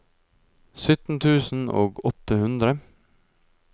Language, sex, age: Norwegian, male, 24